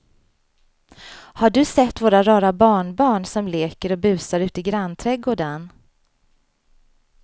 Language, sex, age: Swedish, female, 35